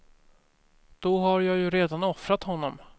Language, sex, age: Swedish, male, 24